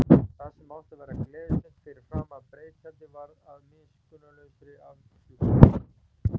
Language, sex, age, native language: Icelandic, male, 40-49, Icelandic